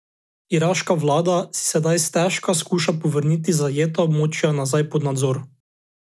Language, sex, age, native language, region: Slovenian, male, 18-29, Slovenian, Drava region